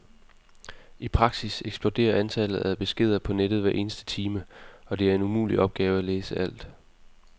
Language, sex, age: Danish, male, 20